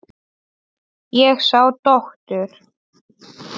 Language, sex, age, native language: Icelandic, male, 8, Polish